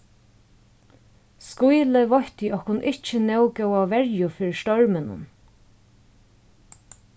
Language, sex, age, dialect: Faroese, female, 36-60, Norðurstreymoy/Eysturoy